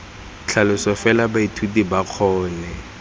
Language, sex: Tswana, male